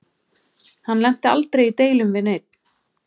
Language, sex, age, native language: Icelandic, female, 30-39, Icelandic